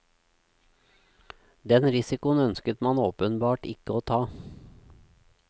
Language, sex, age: Norwegian, male, 36